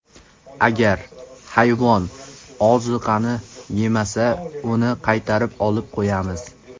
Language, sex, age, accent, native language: Uzbek, male, 12-17, Samarqand, Uzbek